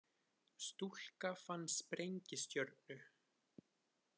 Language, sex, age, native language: Icelandic, male, 20-29, Icelandic